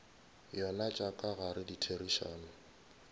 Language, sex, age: Northern Sotho, male, 22